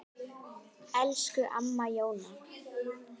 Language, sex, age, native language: Icelandic, female, 10, Icelandic